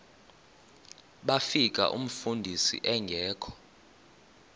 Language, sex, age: Xhosa, male, 24